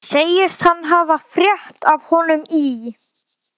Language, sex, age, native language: Icelandic, male, 12, Icelandic